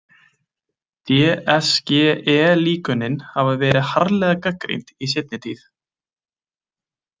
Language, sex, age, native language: Icelandic, male, 20-29, Icelandic